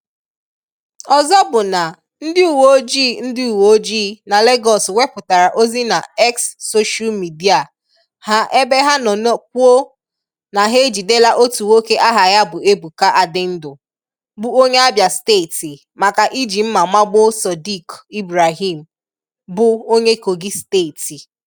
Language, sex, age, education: Igbo, female, 15-29, tertiary